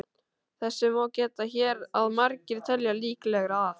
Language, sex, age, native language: Icelandic, male, 13, Icelandic